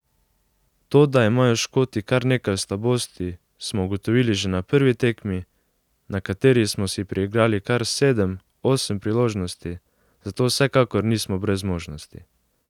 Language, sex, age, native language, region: Slovenian, male, 18-29, Slovenian, Savinja region